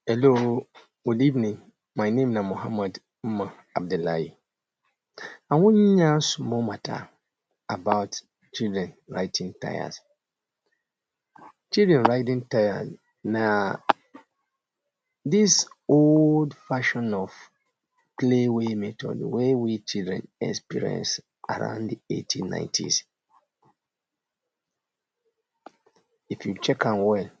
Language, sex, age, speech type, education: Nigerian Pidgin, male, 30-45, spontaneous, tertiary